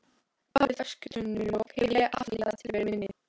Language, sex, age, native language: Icelandic, female, 13, Albanian